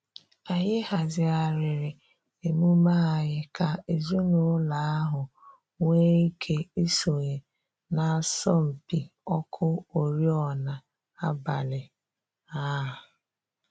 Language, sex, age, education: Igbo, female, 30-45, tertiary